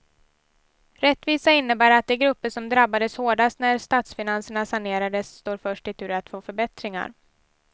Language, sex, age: Swedish, female, 18